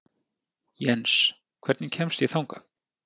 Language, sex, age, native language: Icelandic, male, 30-39, Icelandic